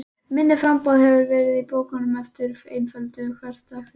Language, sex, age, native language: Icelandic, female, 11, Icelandic